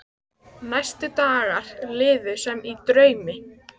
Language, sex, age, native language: Icelandic, female, 14, Icelandic